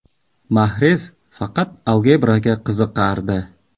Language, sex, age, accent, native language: Uzbek, male, 35+, Samarqand, Uzbek